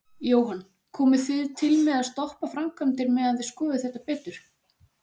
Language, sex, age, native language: Icelandic, female, 40-49, Icelandic